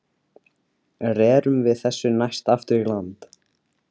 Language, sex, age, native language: Icelandic, male, 13, Icelandic